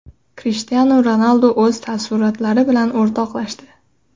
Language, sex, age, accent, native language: Uzbek, female, 18-24, Xorazm, Uzbek